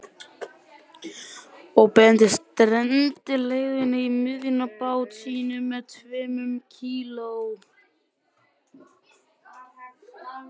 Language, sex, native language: Icelandic, male, Icelandic